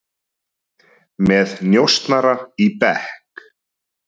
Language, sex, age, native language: Icelandic, male, 30-39, Icelandic